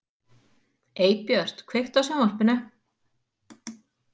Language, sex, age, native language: Icelandic, female, 40-49, Icelandic